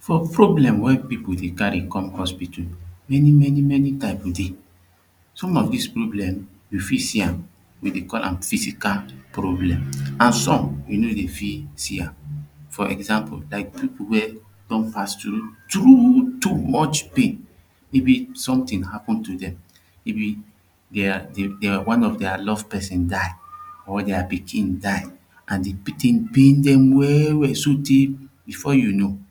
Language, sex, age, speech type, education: Nigerian Pidgin, male, 30-45, spontaneous, tertiary